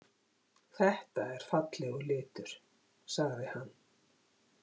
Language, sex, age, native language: Icelandic, female, 50-59, Icelandic